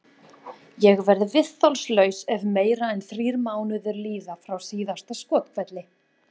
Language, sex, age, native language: Icelandic, female, 20-29, Icelandic